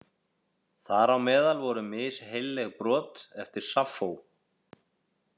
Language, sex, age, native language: Icelandic, male, 40-49, Icelandic